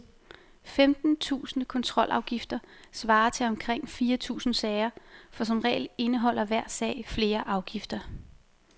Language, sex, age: Danish, female, 28